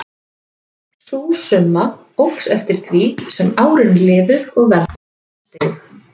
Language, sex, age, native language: Icelandic, female, 20-29, Icelandic